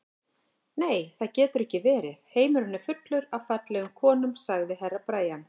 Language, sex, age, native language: Icelandic, female, 50-59, Icelandic